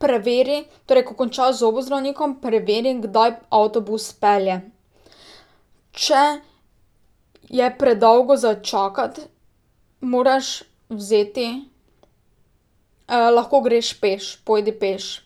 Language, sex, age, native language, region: Slovenian, female, 18-29, Slovenian, Drava region